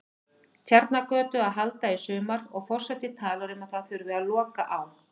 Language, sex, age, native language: Icelandic, female, 50-59, Icelandic